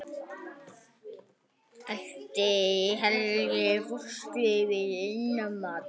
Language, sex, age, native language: Icelandic, female, 9, Icelandic